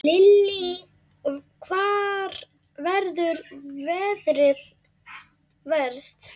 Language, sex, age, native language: Icelandic, male, 8, Icelandic